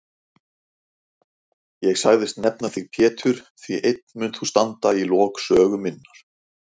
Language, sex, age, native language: Icelandic, male, 40-49, Icelandic